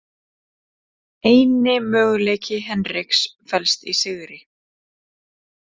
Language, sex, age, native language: Icelandic, female, 30-39, Icelandic